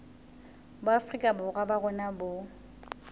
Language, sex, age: Southern Sotho, female, 21